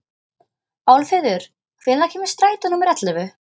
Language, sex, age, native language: Icelandic, female, 13, Icelandic